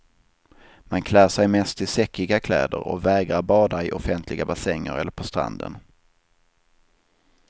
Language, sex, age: Swedish, male, 27